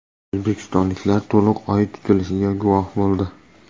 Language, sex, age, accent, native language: Uzbek, male, 18-24, Namangan, Uzbek